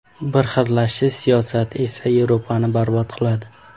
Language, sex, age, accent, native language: Uzbek, male, 18-24, Farg'ona, Uzbek